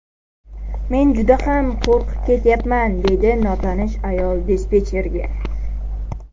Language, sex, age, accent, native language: Uzbek, male, under 19, Toshkent viloyati, Uzbek